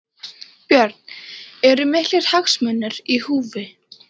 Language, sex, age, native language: Icelandic, female, 13, Icelandic